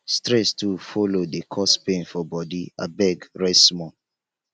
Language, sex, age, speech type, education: Nigerian Pidgin, male, 15-29, spontaneous, tertiary